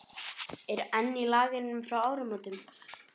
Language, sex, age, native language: Icelandic, male, 11, Icelandic